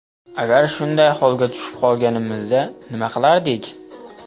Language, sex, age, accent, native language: Uzbek, male, 12-17, Namangan, Uzbek